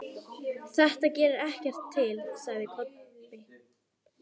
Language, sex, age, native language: Icelandic, female, 12, Icelandic